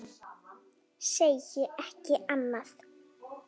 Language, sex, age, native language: Icelandic, female, 10, Icelandic